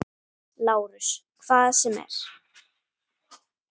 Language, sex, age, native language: Icelandic, female, 8, Icelandic